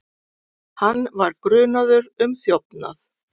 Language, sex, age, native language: Icelandic, female, 40-49, Icelandic